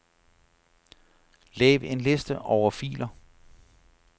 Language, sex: Danish, male